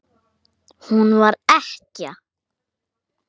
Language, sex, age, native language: Icelandic, male, 8, Icelandic